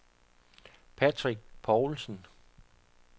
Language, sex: Danish, male